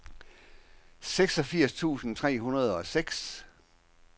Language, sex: Danish, male